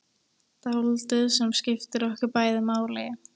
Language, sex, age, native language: Icelandic, female, 13, Icelandic